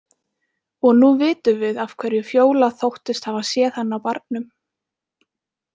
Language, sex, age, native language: Icelandic, female, 20-29, Icelandic